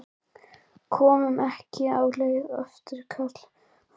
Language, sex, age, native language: Icelandic, female, 11, Icelandic